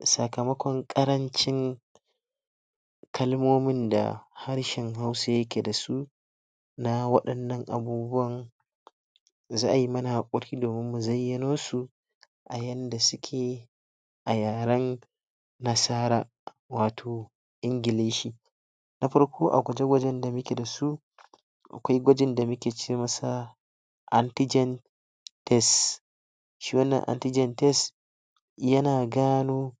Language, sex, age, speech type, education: Hausa, male, 60+, spontaneous, tertiary